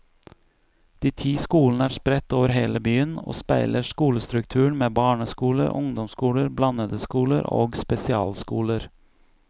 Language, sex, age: Norwegian, male, 41